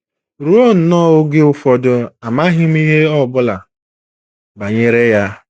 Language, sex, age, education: Igbo, female, 15-29, tertiary